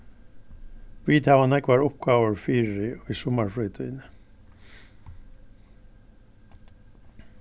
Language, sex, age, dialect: Faroese, male, 61+, Norðurstreymoy/Eysturoy